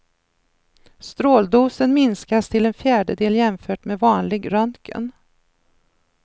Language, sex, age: Swedish, female, 53